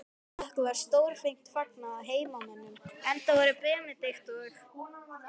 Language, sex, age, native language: Icelandic, female, 12, Icelandic